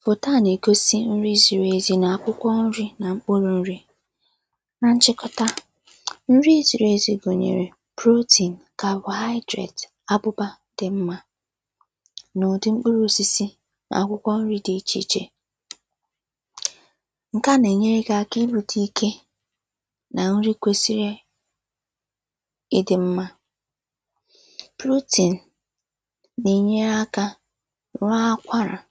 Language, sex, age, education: Igbo, female, 15-29, secondary